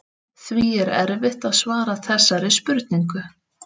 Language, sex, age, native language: Icelandic, female, 30-39, Icelandic